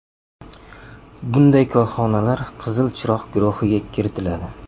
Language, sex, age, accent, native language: Uzbek, male, 25-34, Jizzax, Uzbek